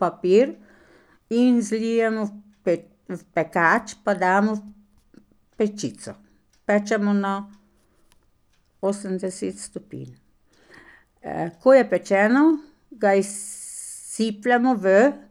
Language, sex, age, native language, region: Slovenian, female, 60+, Slovenian, Pomurje region